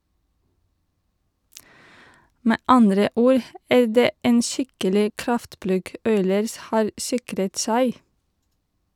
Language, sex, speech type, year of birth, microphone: Norwegian, female, read, 1982, Shure